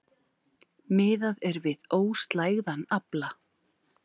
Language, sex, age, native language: Icelandic, female, 40-49, Icelandic